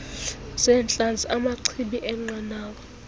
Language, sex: Xhosa, female